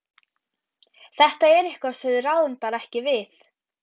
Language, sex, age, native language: Icelandic, female, 12, Icelandic